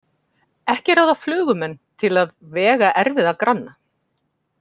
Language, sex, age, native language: Icelandic, female, 40-49, Icelandic